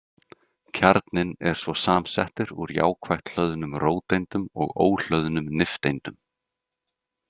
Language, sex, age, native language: Icelandic, male, 30-39, Icelandic